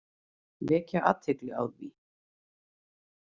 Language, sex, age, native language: Icelandic, female, 30-39, Icelandic